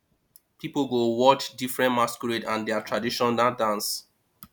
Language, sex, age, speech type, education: Nigerian Pidgin, male, 30-45, spontaneous, tertiary